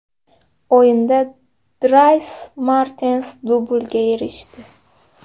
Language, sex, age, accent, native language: Uzbek, female, 18-24, Xorazm, Uzbek